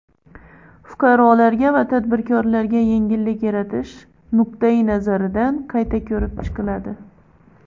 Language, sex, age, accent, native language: Uzbek, male, under 19, Xorazm, Uzbek